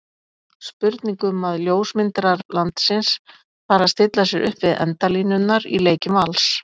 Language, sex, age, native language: Icelandic, female, 50-59, Icelandic